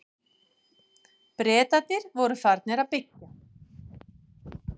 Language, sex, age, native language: Icelandic, female, 40-49, Icelandic